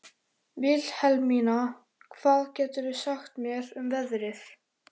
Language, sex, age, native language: Icelandic, male, 13, Icelandic